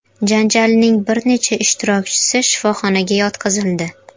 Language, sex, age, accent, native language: Uzbek, female, 12-17, Qashqadaryo, Uzbek